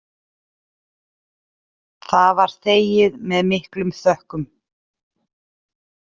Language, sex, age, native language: Icelandic, female, 40-49, Icelandic